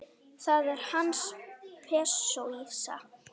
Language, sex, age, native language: Icelandic, female, 9, Icelandic